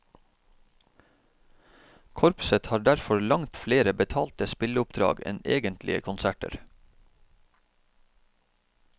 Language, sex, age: Norwegian, male, 31